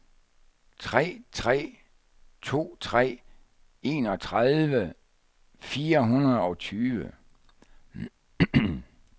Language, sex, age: Danish, male, 64